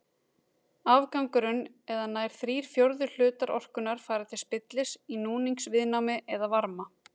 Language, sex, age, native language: Icelandic, female, 30-39, Icelandic